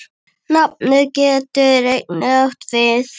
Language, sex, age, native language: Icelandic, female, 9, Icelandic